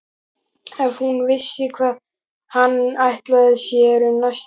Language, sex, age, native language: Icelandic, male, 12, Icelandic